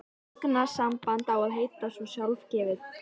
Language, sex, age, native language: Icelandic, female, 13, Icelandic